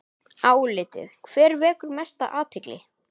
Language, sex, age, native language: Icelandic, male, 9, Icelandic